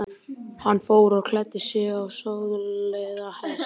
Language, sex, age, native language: Icelandic, male, 12, Icelandic